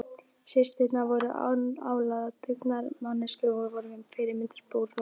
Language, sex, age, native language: Icelandic, female, 12, Icelandic